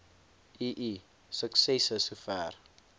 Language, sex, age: Afrikaans, male, 20